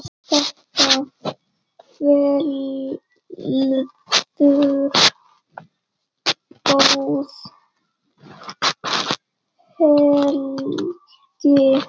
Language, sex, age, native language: Icelandic, female, 8, Icelandic